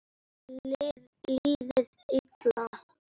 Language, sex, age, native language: Icelandic, male, 10, Icelandic